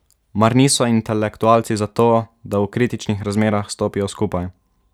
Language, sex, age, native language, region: Slovenian, male, 12-17, Slovenian, Savinja region